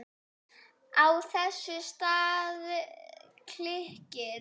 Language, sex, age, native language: Icelandic, female, 8, Icelandic